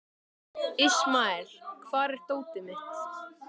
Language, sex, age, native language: Icelandic, male, 13, Icelandic